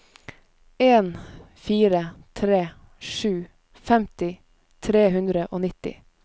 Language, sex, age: Norwegian, female, 22